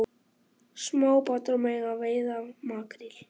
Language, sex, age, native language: Icelandic, male, 18-19, Icelandic